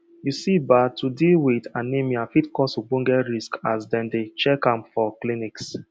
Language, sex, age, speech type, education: Nigerian Pidgin, male, 30-45, spontaneous, tertiary